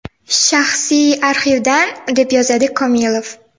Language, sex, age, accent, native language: Uzbek, female, 12-17, Xorazm, Uzbek